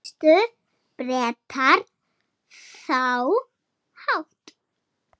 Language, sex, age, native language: Icelandic, female, 20-29, Icelandic